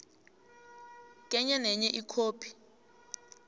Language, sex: South Ndebele, female